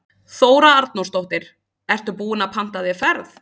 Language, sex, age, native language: Icelandic, female, 30-39, Icelandic